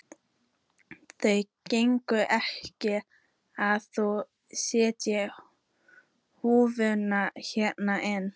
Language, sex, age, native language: Icelandic, female, 14, Icelandic